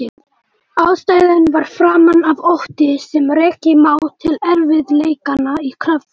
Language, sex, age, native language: Icelandic, male, 18-19, Icelandic